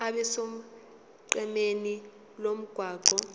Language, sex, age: Zulu, female, 19